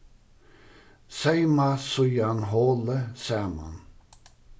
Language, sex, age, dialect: Faroese, male, 61+, Suðuroy